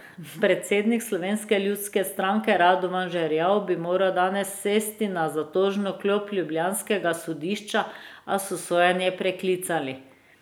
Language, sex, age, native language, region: Slovenian, female, 30-49, Slovenian, Drava region